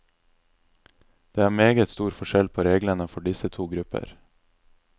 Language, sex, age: Norwegian, male, 26